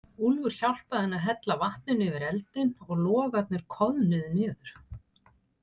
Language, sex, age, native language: Icelandic, female, 60-69, Icelandic